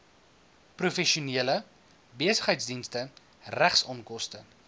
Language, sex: Afrikaans, male